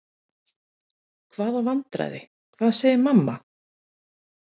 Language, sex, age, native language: Icelandic, female, 40-49, Icelandic